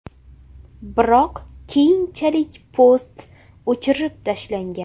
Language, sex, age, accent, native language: Uzbek, female, under 19, Farg'ona, Uzbek